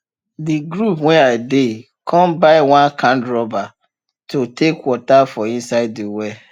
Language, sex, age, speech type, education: Nigerian Pidgin, male, 30-45, spontaneous, tertiary